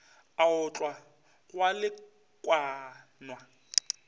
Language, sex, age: Northern Sotho, male, 25